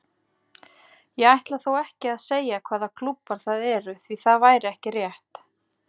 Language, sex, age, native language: Icelandic, female, 40-49, Icelandic